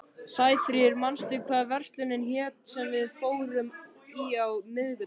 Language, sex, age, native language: Icelandic, male, 13, Icelandic